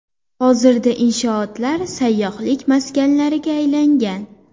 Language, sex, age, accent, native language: Uzbek, female, 18-24, Farg'ona, Uzbek